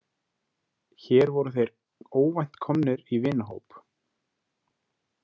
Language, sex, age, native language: Icelandic, male, 20-29, Icelandic